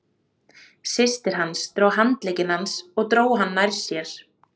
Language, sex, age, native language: Icelandic, female, 30-39, Icelandic